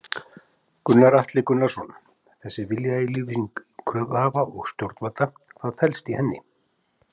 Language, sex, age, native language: Icelandic, male, 50-59, Icelandic